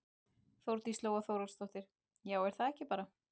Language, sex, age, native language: Icelandic, male, 12, Icelandic